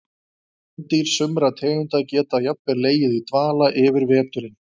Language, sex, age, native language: Icelandic, male, 20-29, Icelandic